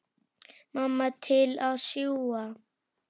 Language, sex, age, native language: Icelandic, female, 8, Icelandic